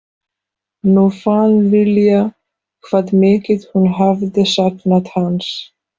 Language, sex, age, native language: Icelandic, female, 40-49, Polish